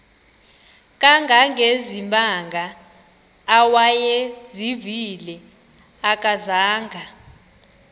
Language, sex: Xhosa, male